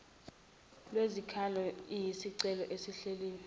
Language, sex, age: Zulu, female, 21